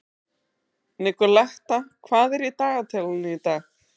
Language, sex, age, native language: Icelandic, female, 30-39, Icelandic